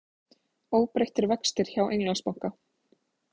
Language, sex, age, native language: Icelandic, female, 20-29, Icelandic